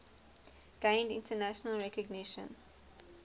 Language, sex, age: English, female, 19